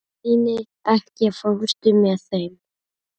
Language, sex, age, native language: Icelandic, female, 30-39, Icelandic